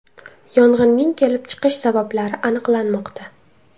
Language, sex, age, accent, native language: Uzbek, female, 19-29, Toshkent shahri, Uzbek